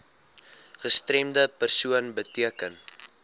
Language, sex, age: Afrikaans, male, 20